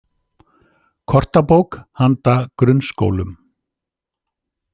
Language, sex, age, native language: Icelandic, male, 50-59, Icelandic